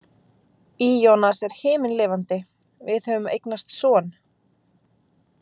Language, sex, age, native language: Icelandic, female, 20-29, Icelandic